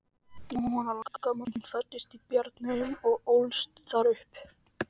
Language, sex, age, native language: Icelandic, male, 14, Icelandic